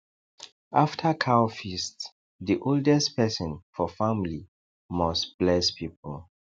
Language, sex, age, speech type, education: Nigerian Pidgin, male, 30-45, spontaneous, tertiary